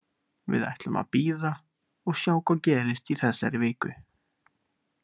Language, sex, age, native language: Icelandic, male, 18-19, Icelandic